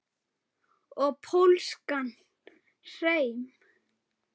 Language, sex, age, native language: Icelandic, male, 7, Icelandic